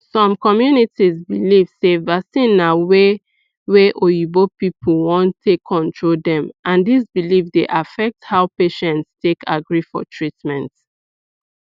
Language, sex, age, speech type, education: Nigerian Pidgin, female, 15-29, spontaneous, tertiary